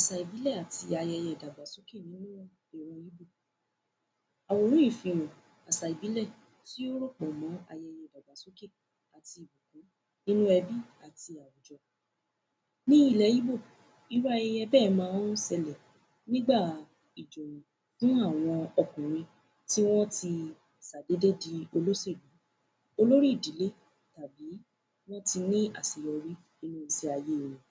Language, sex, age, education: Yoruba, female, 15-29, tertiary